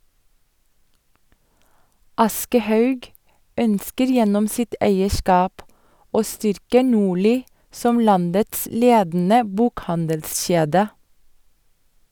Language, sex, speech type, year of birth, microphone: Norwegian, female, read, 1984, Sennheiser